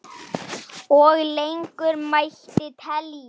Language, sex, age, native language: Icelandic, male, 8, Icelandic